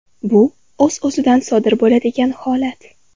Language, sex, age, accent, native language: Uzbek, female, 18-24, Farg'ona, Uzbek